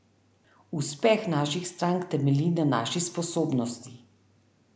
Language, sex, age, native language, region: Slovenian, female, 30-49, Slovenian, Central Slovenia